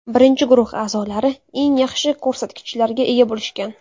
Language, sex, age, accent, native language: Uzbek, female, 19-29, Samarqand, Uzbek